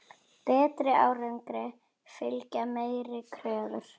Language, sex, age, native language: Icelandic, female, 9, Icelandic